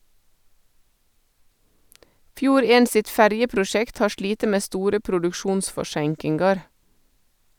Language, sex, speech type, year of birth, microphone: Norwegian, female, read, 1972, Sennheiser